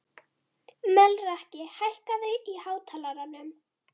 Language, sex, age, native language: Icelandic, female, 12, Icelandic